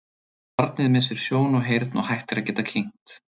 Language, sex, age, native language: Icelandic, male, 30-39, Icelandic